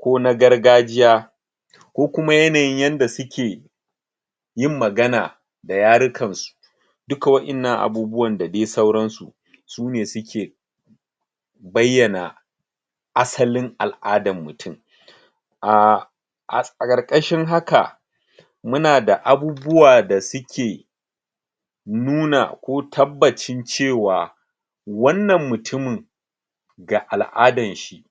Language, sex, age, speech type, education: Hausa, male, 30-45, spontaneous, tertiary